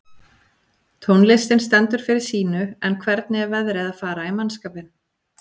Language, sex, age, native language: Icelandic, female, 40-49, Icelandic